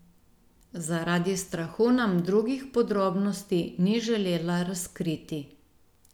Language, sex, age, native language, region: Slovenian, female, 50-59, Slovenian, Gorenjska region